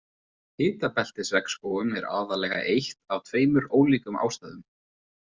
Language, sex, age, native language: Icelandic, male, 20-29, Icelandic